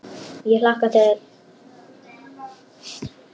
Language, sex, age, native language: Icelandic, female, 10, Icelandic